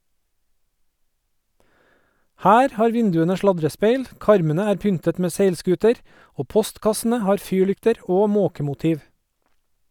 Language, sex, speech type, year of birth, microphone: Norwegian, male, read, 1969, Sennheiser